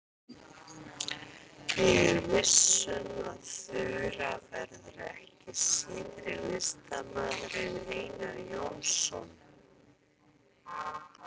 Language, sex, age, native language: Icelandic, female, 40-49, Icelandic